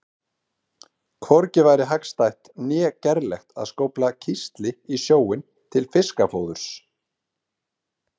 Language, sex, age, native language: Icelandic, male, 30-39, Icelandic